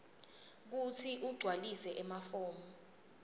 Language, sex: Swati, female